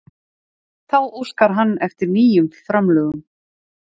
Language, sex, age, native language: Icelandic, female, 40-49, Icelandic